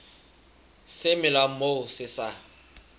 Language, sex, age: Southern Sotho, male, 23